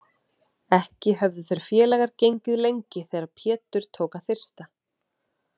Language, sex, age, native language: Icelandic, female, 30-39, Icelandic